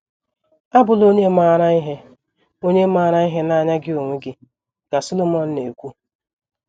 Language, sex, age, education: Igbo, female, 30-45, tertiary